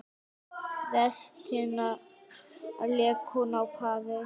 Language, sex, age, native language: Icelandic, female, 9, Icelandic